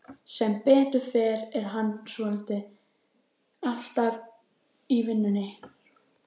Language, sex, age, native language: Icelandic, female, 14, Icelandic